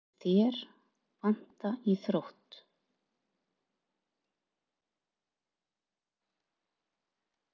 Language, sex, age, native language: Icelandic, female, 40-49, Icelandic